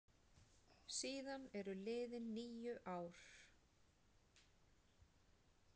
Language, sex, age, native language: Icelandic, female, 40-49, Icelandic